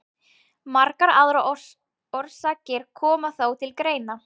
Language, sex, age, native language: Icelandic, female, 20-29, Icelandic